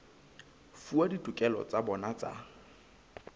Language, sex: Southern Sotho, female